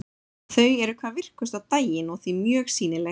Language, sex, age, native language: Icelandic, female, 30-39, Icelandic